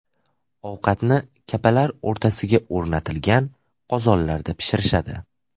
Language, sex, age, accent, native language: Uzbek, male, 18-24, Farg'ona, Uzbek